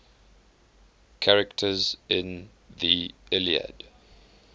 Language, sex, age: English, male, 21